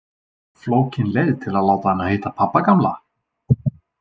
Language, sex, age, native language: Icelandic, male, 20-29, Icelandic